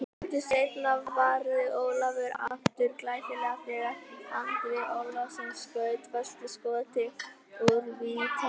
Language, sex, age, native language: Icelandic, male, 18-19, Icelandic